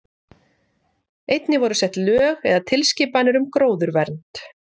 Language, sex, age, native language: Icelandic, female, 40-49, Icelandic